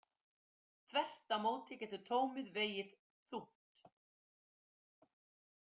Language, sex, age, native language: Icelandic, female, 50-59, Icelandic